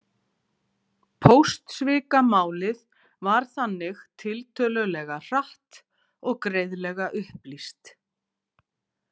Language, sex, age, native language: Icelandic, female, 40-49, Icelandic